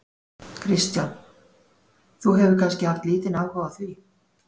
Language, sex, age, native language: Icelandic, female, 40-49, Icelandic